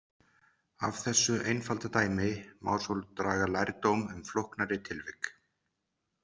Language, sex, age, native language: Icelandic, male, 40-49, Icelandic